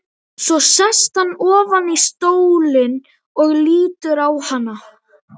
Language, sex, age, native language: Icelandic, male, 12, Icelandic